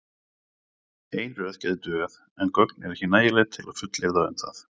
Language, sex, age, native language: Icelandic, male, 40-49, Icelandic